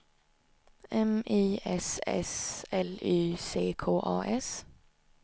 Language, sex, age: Swedish, female, 19